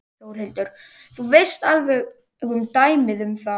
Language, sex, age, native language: Icelandic, male, 18-19, Icelandic